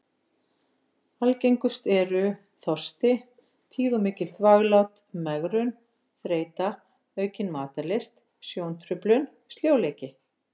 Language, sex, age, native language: Icelandic, female, 50-59, Icelandic